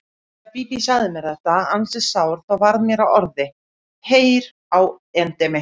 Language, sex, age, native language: Icelandic, female, 30-39, Icelandic